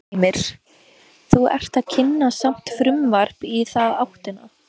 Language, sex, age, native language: Icelandic, female, 14, Icelandic